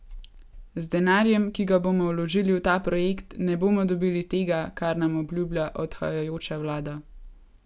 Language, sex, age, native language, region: Slovenian, female, 18-29, Slovenian, Gorenjska region